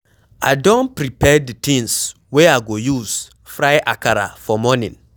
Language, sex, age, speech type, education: Nigerian Pidgin, male, 15-29, read, secondary